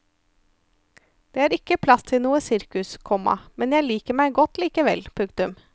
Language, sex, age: Norwegian, female, 34